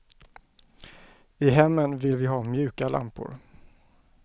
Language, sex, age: Swedish, male, 34